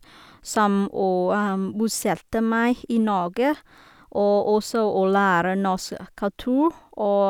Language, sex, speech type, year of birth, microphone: Norwegian, female, spontaneous, 1983, Sennheiser